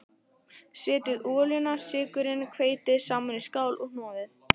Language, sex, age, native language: Icelandic, female, 14, Italian